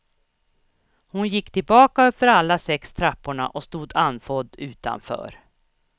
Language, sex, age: Swedish, female, 61